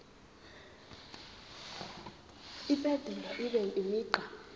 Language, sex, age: Zulu, female, 23